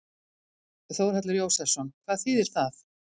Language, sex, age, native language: Icelandic, female, 50-59, Icelandic